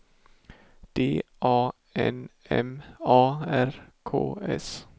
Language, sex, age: Swedish, male, 18